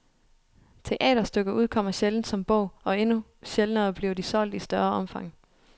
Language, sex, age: Danish, female, 29